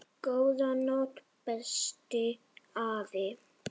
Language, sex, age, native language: Icelandic, female, 7, Danish